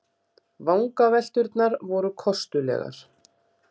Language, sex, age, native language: Icelandic, female, 40-49, Icelandic